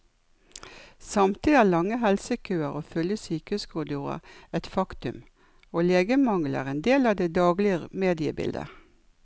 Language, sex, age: Norwegian, female, 56